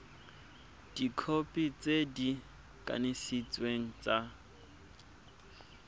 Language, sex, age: Tswana, male, 24